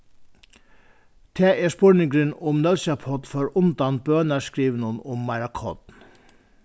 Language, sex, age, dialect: Faroese, male, 61+, Vágar